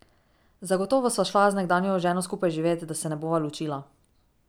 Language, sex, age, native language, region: Slovenian, female, 18-29, Slovenian, Drava region